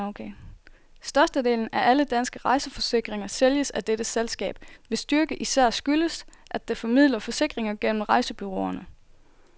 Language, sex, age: Danish, female, 24